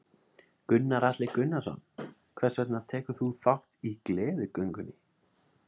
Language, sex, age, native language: Icelandic, male, 30-39, Icelandic